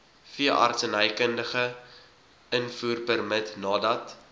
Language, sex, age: Afrikaans, male, 19